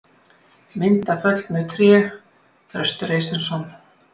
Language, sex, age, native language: Icelandic, female, 60-69, Icelandic